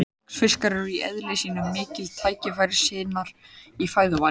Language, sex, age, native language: Icelandic, male, 18-19, Icelandic